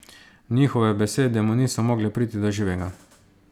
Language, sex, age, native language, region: Slovenian, male, 30-49, Slovenian, Savinja region